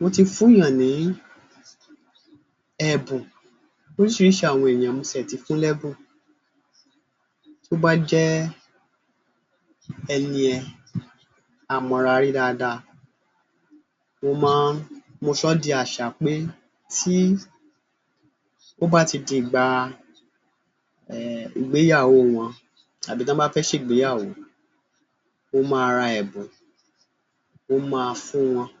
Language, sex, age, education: Yoruba, male, 30-45, tertiary